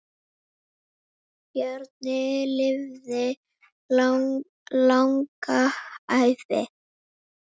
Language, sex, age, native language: Icelandic, female, 7, Icelandic